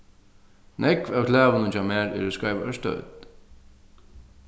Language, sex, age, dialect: Faroese, male, 36-60, Sandoy